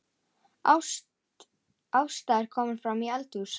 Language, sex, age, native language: Icelandic, female, 10, Icelandic